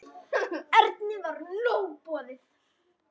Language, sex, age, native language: Icelandic, female, 10, Icelandic